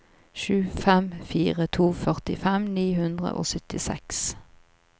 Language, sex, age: Norwegian, female, 38